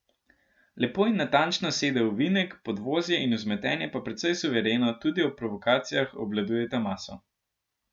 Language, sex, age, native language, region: Slovenian, male, 12-17, Slovenian, Gorenjska region